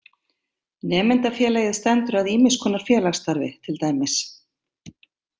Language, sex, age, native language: Icelandic, female, 50-59, Icelandic